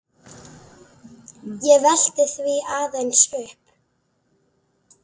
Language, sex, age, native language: Icelandic, female, 10, Icelandic